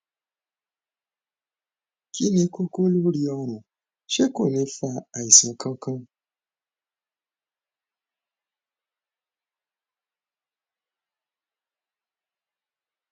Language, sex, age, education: Yoruba, male, 15-29, tertiary